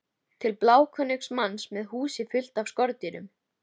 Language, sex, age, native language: Icelandic, female, 13, Icelandic